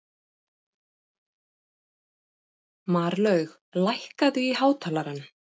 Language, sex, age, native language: Icelandic, female, 30-39, Icelandic